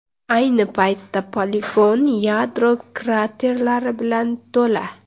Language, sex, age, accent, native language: Uzbek, female, 25-34, Samarqand, Uzbek